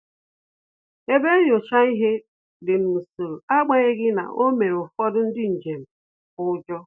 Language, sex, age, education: Igbo, female, 30-45, tertiary